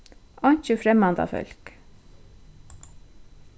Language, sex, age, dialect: Faroese, female, 36-60, Suðurstreymoy